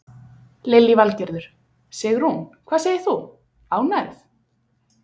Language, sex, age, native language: Icelandic, female, 20-29, Icelandic